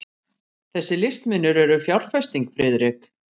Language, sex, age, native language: Icelandic, female, 50-59, Icelandic